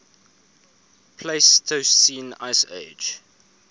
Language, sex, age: English, male, 24